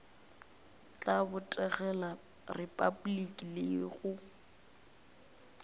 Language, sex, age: Northern Sotho, female, 24